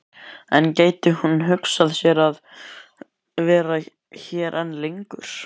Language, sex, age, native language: Icelandic, male, 11, Icelandic